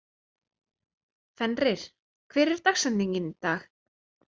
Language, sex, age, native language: Icelandic, female, 30-39, Icelandic